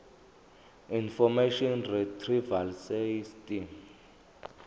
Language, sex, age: Zulu, male, 25